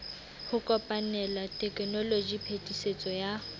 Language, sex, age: Southern Sotho, female, 18